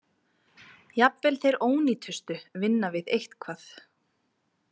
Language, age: Icelandic, 20-29